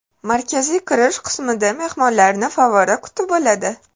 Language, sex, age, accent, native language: Uzbek, female, 18-24, Toshkent shahri, Uzbek